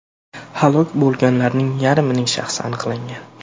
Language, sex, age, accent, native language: Uzbek, male, 18-24, Andijon, Uzbek